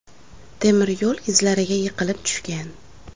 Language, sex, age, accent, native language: Uzbek, female, under 19, Samarqand, Uzbek